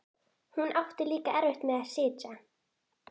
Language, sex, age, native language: Icelandic, female, 11, Icelandic